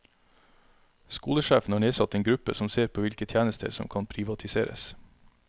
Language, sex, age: Norwegian, male, 33